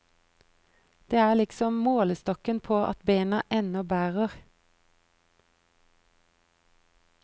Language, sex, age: Norwegian, female, 43